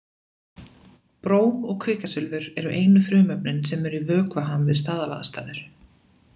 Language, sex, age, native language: Icelandic, female, 20-29, Icelandic